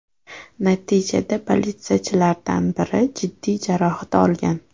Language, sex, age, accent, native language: Uzbek, female, 18-24, Toshkent shahri, Uzbek